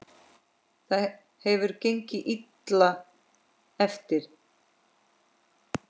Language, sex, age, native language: Icelandic, female, 10, Icelandic